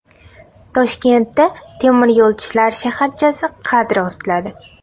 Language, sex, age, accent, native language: Uzbek, female, 18-24, Andijon, Uzbek